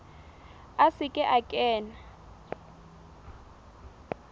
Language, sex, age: Southern Sotho, female, 20